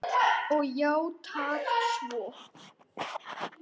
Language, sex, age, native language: Icelandic, male, 10, Icelandic